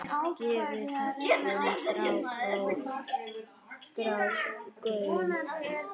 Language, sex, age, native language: Icelandic, female, 9, Icelandic